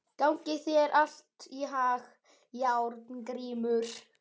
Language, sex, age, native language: Icelandic, male, 11, Icelandic